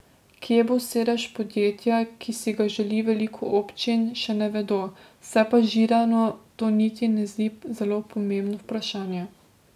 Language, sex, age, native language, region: Slovenian, female, 18-29, Slovenian, Drava region